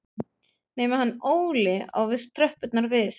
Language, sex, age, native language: Icelandic, female, 30-39, German